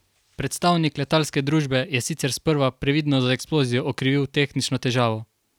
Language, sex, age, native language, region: Slovenian, male, 18-29, Slovenian, Carinthia region